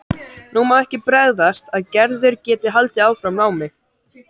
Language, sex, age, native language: Icelandic, male, 14, Icelandic